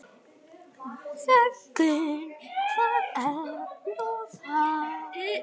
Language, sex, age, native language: Icelandic, female, 10, Icelandic